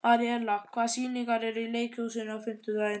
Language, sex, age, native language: Icelandic, male, 11, Icelandic